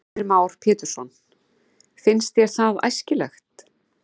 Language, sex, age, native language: Icelandic, female, 40-49, Icelandic